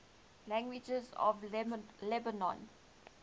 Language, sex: English, female